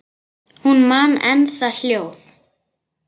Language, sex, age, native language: Icelandic, female, 10, Icelandic